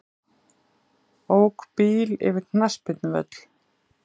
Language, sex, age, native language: Icelandic, female, 30-39, Icelandic